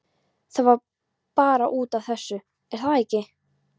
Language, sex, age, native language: Icelandic, female, 13, Polish